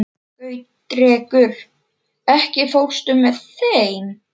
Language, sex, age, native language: Icelandic, male, 40-49, Polish